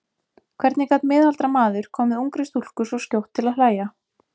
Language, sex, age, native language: Icelandic, female, 20-29, Icelandic